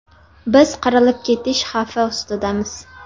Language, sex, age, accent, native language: Uzbek, female, 19-29, Namangan, Uzbek